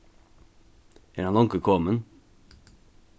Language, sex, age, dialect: Faroese, male, 15-35, Norðuroyggjar